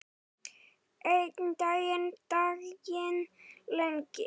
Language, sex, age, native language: Icelandic, male, 9, Icelandic